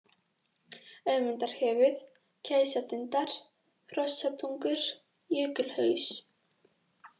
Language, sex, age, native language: Icelandic, female, 18-19, Icelandic